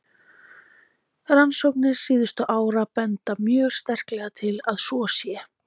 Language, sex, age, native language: Icelandic, female, 20-29, Icelandic